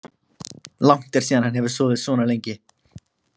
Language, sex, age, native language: Icelandic, male, 20-29, Icelandic